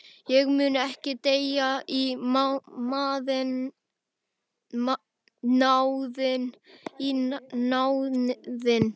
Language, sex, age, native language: Icelandic, male, 11, Icelandic